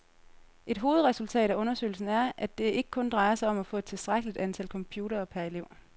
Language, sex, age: Danish, female, 30